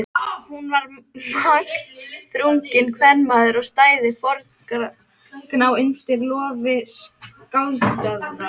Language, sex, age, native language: Icelandic, female, 13, Icelandic